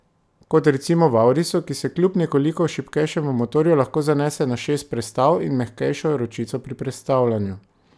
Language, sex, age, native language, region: Slovenian, male, 30-49, Slovenian, Drava region